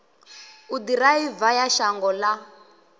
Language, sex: Venda, male